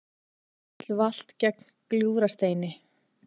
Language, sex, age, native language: Icelandic, female, 40-49, Icelandic